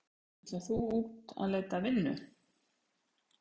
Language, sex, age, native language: Icelandic, female, 50-59, Icelandic